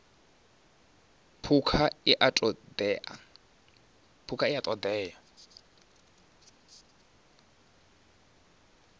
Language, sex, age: Venda, male, 19